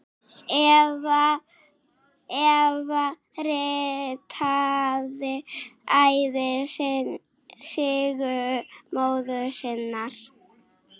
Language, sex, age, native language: Icelandic, female, 6, Icelandic